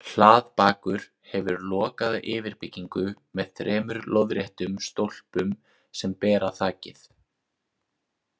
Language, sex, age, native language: Icelandic, male, 20-29, Icelandic